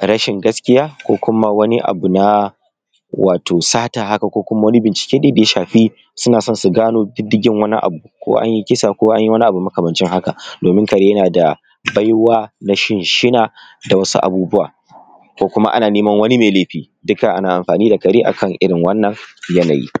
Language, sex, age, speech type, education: Hausa, male, 30-45, spontaneous, tertiary